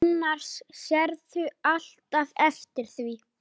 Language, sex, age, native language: Icelandic, male, 9, Icelandic